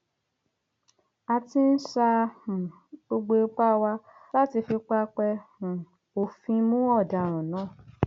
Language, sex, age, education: Yoruba, female, 30-45, tertiary